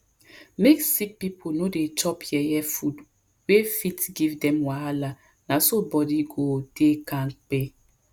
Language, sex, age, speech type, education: Nigerian Pidgin, female, 30-45, spontaneous, tertiary